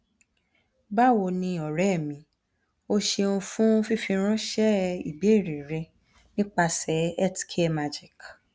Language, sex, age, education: Yoruba, female, 15-29, tertiary